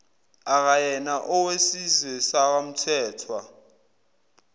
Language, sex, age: Zulu, male, 18